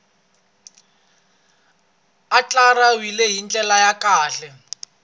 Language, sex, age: Tsonga, male, 26